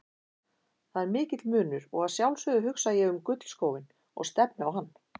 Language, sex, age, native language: Icelandic, female, 50-59, Icelandic